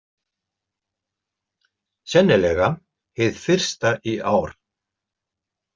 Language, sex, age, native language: Icelandic, male, 70-79, Icelandic